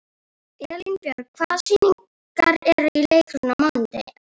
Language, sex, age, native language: Icelandic, female, 11, Icelandic